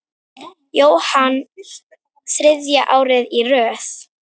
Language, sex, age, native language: Icelandic, female, 9, Icelandic